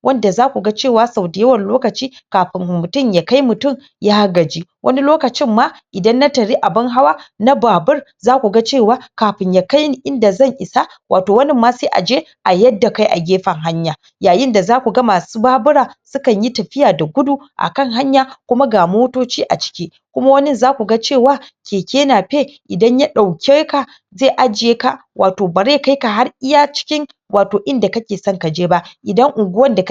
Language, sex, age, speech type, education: Hausa, female, 46-60, spontaneous, tertiary